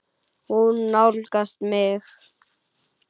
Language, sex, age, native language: Icelandic, male, 9, Icelandic